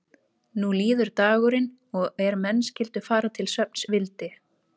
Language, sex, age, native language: Icelandic, female, 30-39, Icelandic